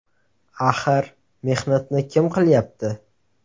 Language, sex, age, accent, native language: Uzbek, male, 18-24, Navoiy, Uzbek